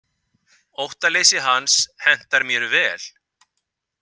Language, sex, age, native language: Icelandic, male, 50-59, Icelandic